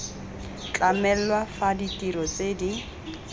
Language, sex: Tswana, female